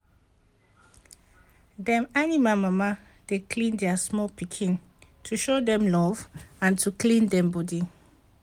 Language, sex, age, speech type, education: Nigerian Pidgin, female, 30-45, spontaneous, tertiary